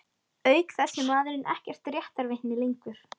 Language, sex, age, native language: Icelandic, female, 13, Icelandic